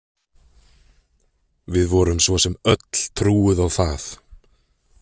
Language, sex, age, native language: Icelandic, male, 20-29, Icelandic